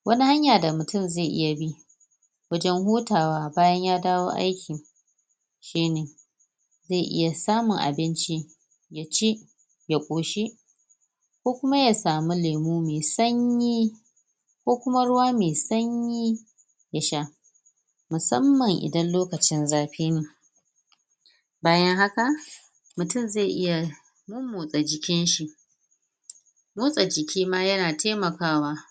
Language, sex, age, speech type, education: Hausa, female, 30-45, spontaneous, tertiary